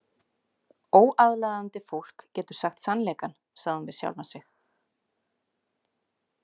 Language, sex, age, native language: Icelandic, female, 30-39, Icelandic